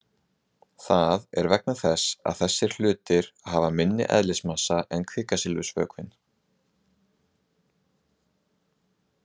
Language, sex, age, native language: Icelandic, male, 20-29, Icelandic